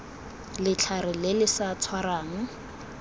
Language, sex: Tswana, female